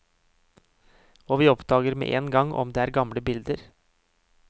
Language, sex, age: Norwegian, male, 31